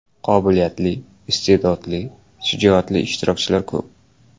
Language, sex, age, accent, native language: Uzbek, male, 18-24, Samarqand, Uzbek